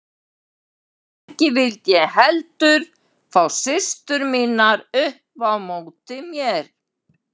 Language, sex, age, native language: Icelandic, female, 70-79, Icelandic